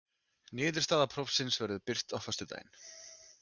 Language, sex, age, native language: Icelandic, male, 30-39, Icelandic